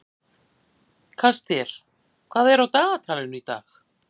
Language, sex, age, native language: Icelandic, female, 50-59, Icelandic